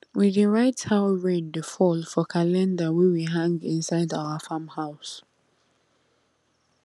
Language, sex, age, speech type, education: Nigerian Pidgin, female, 15-29, spontaneous, tertiary